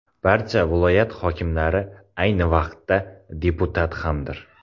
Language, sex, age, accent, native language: Uzbek, male, 18-24, Qoraqalpog'iston, Uzbek